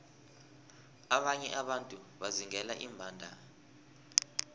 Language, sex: South Ndebele, male